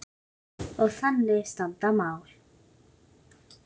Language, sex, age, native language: Icelandic, female, 9, Icelandic